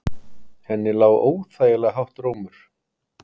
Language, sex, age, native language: Icelandic, male, 50-59, Icelandic